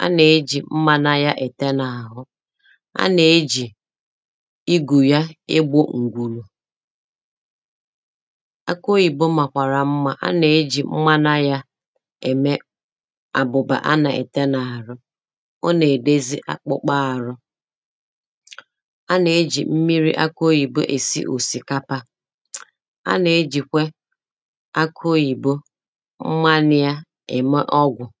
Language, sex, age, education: Igbo, female, 30-45, tertiary